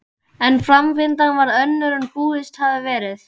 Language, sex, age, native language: Icelandic, male, 12, Icelandic